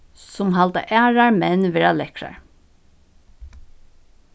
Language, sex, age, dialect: Faroese, female, 15-35, Norðuroyggjar